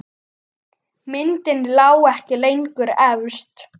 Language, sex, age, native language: Icelandic, female, 9, Icelandic